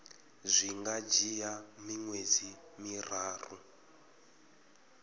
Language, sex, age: Venda, male, 33